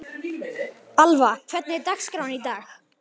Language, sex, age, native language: Icelandic, male, 11, Icelandic